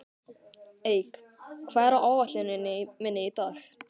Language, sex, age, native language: Icelandic, male, 11, Icelandic